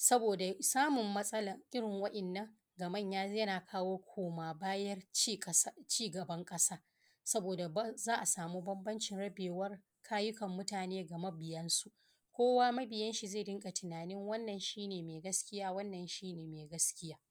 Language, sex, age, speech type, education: Hausa, female, 30-45, spontaneous, primary